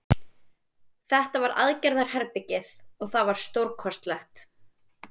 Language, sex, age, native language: Icelandic, female, 20-29, Icelandic